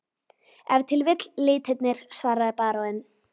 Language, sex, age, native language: Icelandic, female, 12, Icelandic